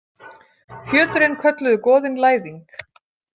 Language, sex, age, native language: Icelandic, female, 40-49, Icelandic